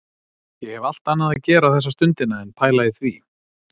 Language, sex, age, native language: Icelandic, male, 30-39, Icelandic